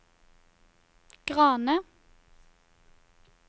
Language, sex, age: Norwegian, female, 21